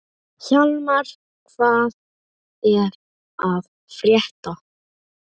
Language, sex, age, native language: Icelandic, female, 30-39, Icelandic